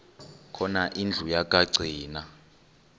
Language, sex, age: Xhosa, male, 23